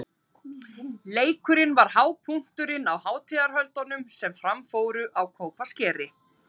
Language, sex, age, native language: Icelandic, female, 30-39, Icelandic